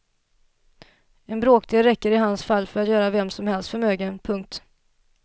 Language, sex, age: Swedish, female, 27